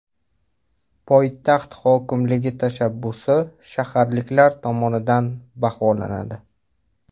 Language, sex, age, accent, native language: Uzbek, male, 25-34, Toshkent viloyati, Uzbek